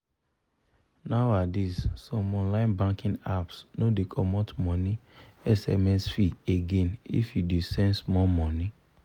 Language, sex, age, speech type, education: Nigerian Pidgin, male, 30-45, spontaneous, tertiary